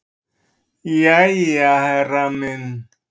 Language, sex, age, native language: Icelandic, male, 30-39, Icelandic